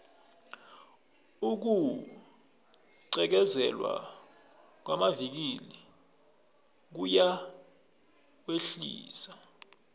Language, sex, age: South Ndebele, male, 21